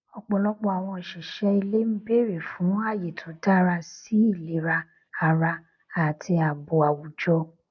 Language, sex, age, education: Yoruba, female, 15-29, tertiary